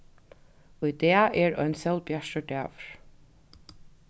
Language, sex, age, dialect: Faroese, female, 36-60, Norðuroyggjar